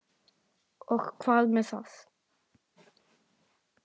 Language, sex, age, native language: Icelandic, male, 8, Icelandic